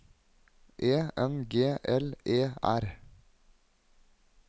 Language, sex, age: Norwegian, male, 21